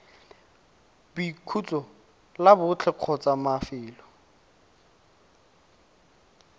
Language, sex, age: Tswana, male, 18